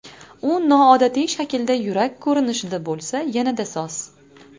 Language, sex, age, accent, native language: Uzbek, female, 25-34, Navoiy, Uzbek